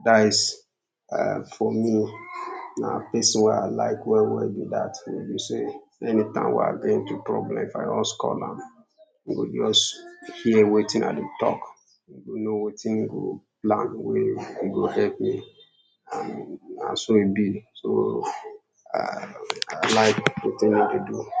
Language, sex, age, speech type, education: Nigerian Pidgin, male, 15-29, spontaneous, secondary